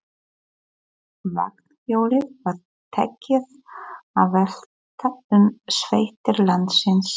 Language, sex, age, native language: Icelandic, female, 40-49, Polish